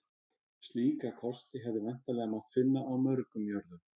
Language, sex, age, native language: Icelandic, male, 30-39, Icelandic